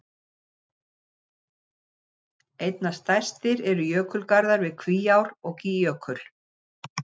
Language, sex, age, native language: Icelandic, other, 60-69, Icelandic